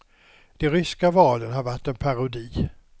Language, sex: Swedish, male